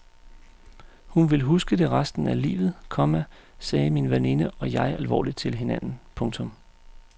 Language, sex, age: Danish, male, 35